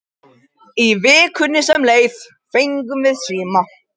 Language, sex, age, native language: Icelandic, male, 18-19, Japanese